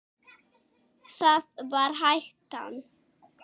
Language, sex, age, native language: Icelandic, female, 6, Icelandic